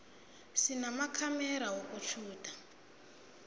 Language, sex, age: South Ndebele, female, 22